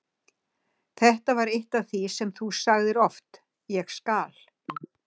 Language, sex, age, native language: Icelandic, female, 60-69, Icelandic